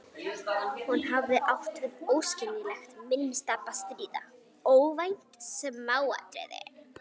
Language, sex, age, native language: Icelandic, female, 11, Icelandic